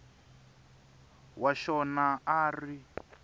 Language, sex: Tsonga, male